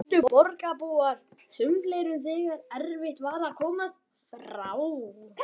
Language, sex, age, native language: Icelandic, male, 12, Icelandic